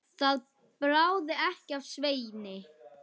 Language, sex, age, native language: Icelandic, female, 10, Icelandic